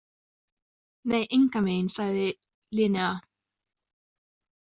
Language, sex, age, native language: Icelandic, female, 20-29, Icelandic